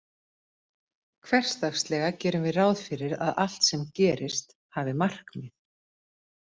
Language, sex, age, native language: Icelandic, female, 50-59, Icelandic